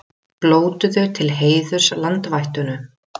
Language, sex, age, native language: Icelandic, female, 30-39, Icelandic